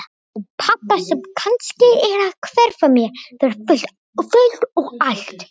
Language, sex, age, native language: Icelandic, other, 18-19, Icelandic